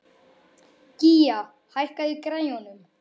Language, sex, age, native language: Icelandic, male, 11, Icelandic